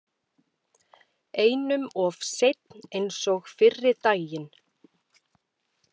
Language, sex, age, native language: Icelandic, female, 30-39, Icelandic